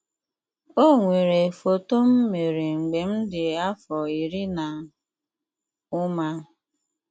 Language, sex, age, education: Igbo, female, 15-29, tertiary